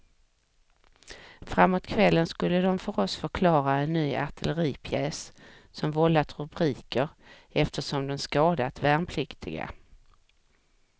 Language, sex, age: Swedish, female, 44